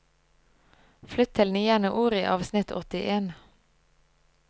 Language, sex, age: Norwegian, female, 25